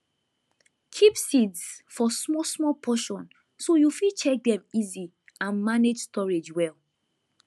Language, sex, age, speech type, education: Nigerian Pidgin, female, 15-29, spontaneous, tertiary